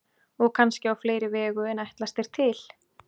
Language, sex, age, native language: Icelandic, female, 30-39, Icelandic